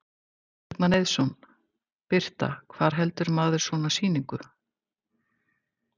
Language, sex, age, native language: Icelandic, female, 50-59, Icelandic